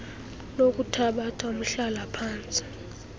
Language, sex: Xhosa, female